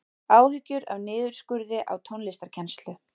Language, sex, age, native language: Icelandic, female, 40-49, Icelandic